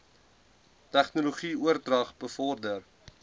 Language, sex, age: Afrikaans, male, 20